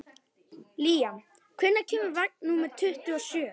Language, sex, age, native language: Icelandic, male, 11, Icelandic